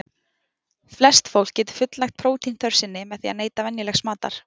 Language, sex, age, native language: Icelandic, female, 20-29, Icelandic